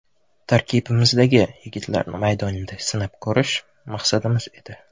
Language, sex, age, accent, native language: Uzbek, male, 18-24, Toshkent shahri, Uzbek